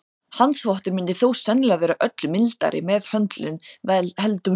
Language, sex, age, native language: Icelandic, female, 30-39, Icelandic